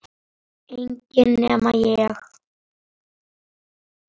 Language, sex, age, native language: Icelandic, male, 8, Icelandic